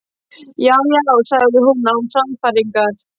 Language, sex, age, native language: Icelandic, male, 12, Icelandic